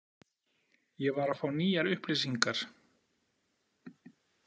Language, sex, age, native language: Icelandic, male, 40-49, Icelandic